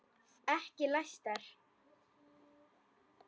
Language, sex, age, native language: Icelandic, male, 10, Icelandic